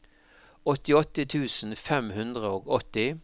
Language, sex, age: Norwegian, male, 52